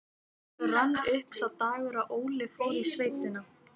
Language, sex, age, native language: Icelandic, female, 12, Icelandic